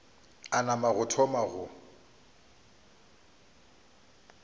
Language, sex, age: Northern Sotho, male, 29